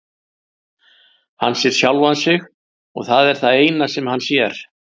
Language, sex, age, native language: Icelandic, male, 60-69, Icelandic